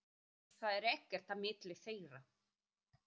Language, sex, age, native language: Icelandic, female, 30-39, Icelandic